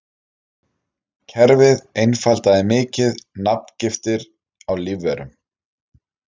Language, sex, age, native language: Icelandic, male, 30-39, Icelandic